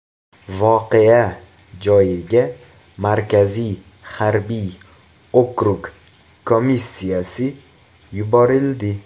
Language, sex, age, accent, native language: Uzbek, male, 18-24, Toshkent viloyati, Uzbek